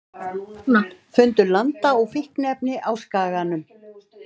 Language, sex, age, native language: Icelandic, female, 60-69, Icelandic